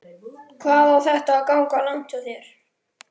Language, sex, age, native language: Icelandic, male, 13, Icelandic